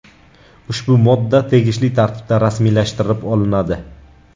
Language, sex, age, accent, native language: Uzbek, male, 18-24, Navoiy, Uzbek